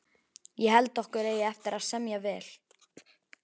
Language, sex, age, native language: Icelandic, male, 11, Icelandic